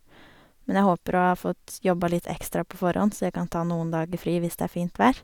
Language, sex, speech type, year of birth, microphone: Norwegian, female, spontaneous, 1987, Sennheiser